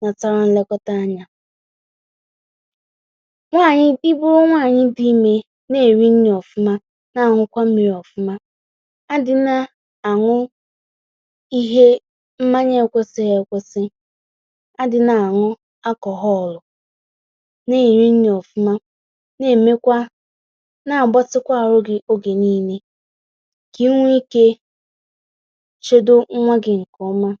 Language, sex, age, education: Igbo, female, 30-45, tertiary